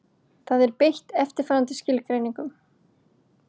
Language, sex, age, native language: Icelandic, male, 40-49, Icelandic